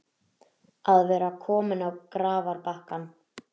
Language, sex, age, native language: Icelandic, female, 30-39, Icelandic